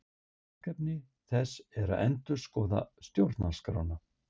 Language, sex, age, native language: Icelandic, male, 60-69, Icelandic